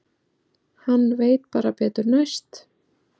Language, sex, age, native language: Icelandic, female, 40-49, Icelandic